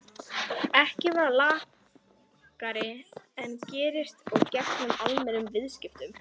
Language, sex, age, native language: Icelandic, female, 11, Icelandic